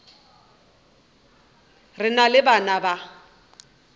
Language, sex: Northern Sotho, female